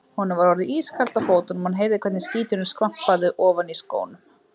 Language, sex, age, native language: Icelandic, female, 30-39, Icelandic